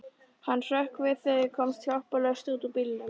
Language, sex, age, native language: Icelandic, female, 13, Icelandic